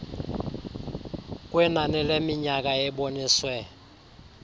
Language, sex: Xhosa, male